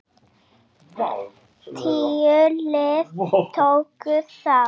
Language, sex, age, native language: Icelandic, female, 7, Icelandic